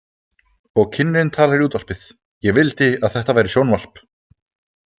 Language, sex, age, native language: Icelandic, male, 20-29, Icelandic